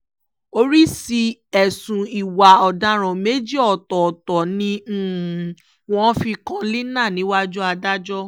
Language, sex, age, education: Yoruba, female, 15-29, tertiary